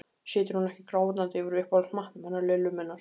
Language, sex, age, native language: Icelandic, male, 15, Icelandic